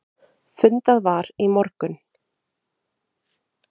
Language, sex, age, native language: Icelandic, female, 30-39, Icelandic